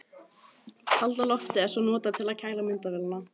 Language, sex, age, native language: Icelandic, other, 18-19, Icelandic